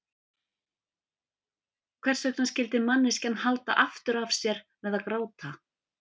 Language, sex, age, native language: Icelandic, female, 50-59, Icelandic